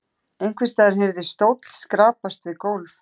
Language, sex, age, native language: Icelandic, male, 13, Icelandic